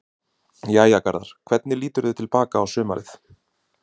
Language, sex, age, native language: Icelandic, male, 30-39, Icelandic